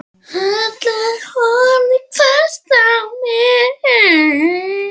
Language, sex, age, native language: Icelandic, male, 10, Icelandic